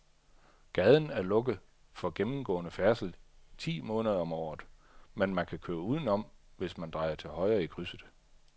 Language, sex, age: Danish, male, 38